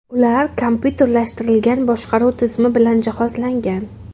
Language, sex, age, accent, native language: Uzbek, female, under 19, Qashqadaryo, Uzbek